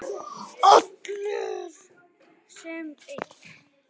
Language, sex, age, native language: Icelandic, male, 9, Icelandic